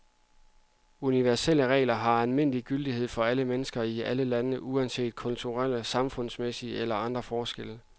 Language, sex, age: Danish, male, 26